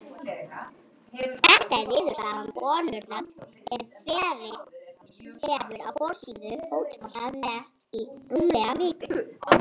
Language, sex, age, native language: Icelandic, female, 40-49, Icelandic